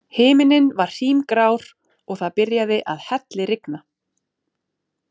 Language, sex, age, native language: Icelandic, female, 30-39, Icelandic